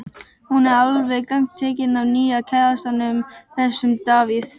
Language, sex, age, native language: Icelandic, female, 12, Icelandic